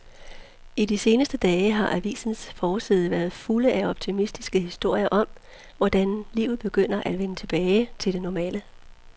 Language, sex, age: Danish, female, 43